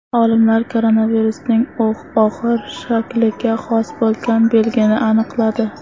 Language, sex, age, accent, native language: Uzbek, female, under 19, Toshkent shahri, Uzbek